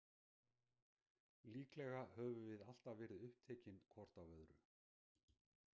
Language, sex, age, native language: Icelandic, male, 60-69, Icelandic